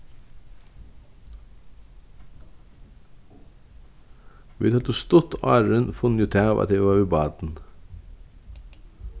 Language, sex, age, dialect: Faroese, male, 36-60, Vágar